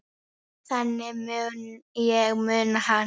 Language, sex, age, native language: Icelandic, female, 9, Icelandic